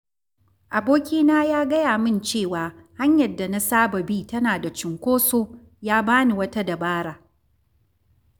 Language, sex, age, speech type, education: Hausa, female, 46-60, read, tertiary